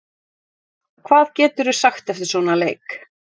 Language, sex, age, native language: Icelandic, female, 30-39, Icelandic